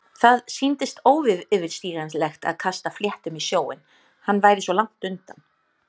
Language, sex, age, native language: Icelandic, female, 30-39, Icelandic